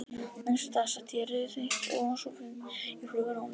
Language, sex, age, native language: Icelandic, female, 50-59, Icelandic